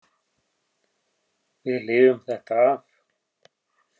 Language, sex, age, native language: Icelandic, male, 50-59, Icelandic